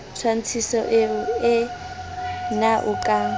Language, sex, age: Southern Sotho, female, 20